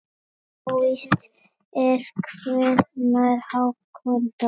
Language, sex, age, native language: Icelandic, female, 10, Icelandic